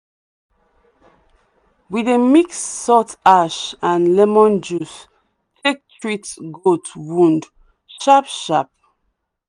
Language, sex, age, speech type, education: Nigerian Pidgin, female, 30-45, spontaneous, tertiary